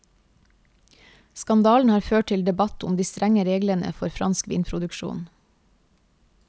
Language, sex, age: Norwegian, female, 28